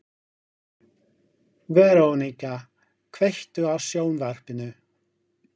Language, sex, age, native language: Icelandic, male, 50-59, English